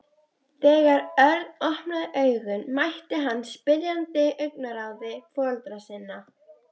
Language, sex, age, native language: Icelandic, female, 13, Icelandic